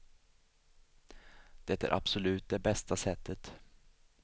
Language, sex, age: Swedish, male, 37